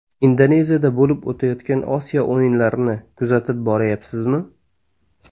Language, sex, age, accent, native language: Uzbek, male, 25-34, Toshkent shahri, Uzbek